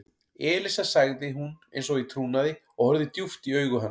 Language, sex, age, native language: Icelandic, male, 40-49, Icelandic